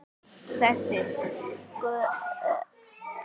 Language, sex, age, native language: Icelandic, female, 9, Icelandic